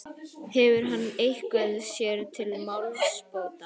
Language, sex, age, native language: Icelandic, female, 12, Icelandic